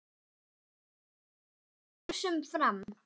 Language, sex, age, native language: Icelandic, female, 10, Icelandic